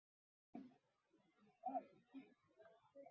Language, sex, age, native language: Icelandic, male, 20-29, Icelandic